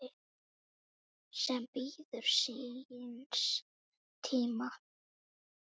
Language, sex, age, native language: Icelandic, female, 9, Icelandic